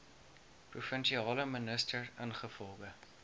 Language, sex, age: Afrikaans, male, 19